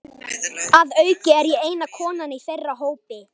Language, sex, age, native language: Icelandic, male, 11, Icelandic